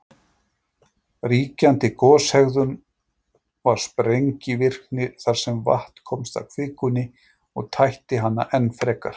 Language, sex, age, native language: Icelandic, male, 40-49, Icelandic